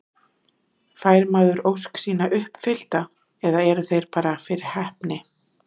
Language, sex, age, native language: Icelandic, female, 30-39, Icelandic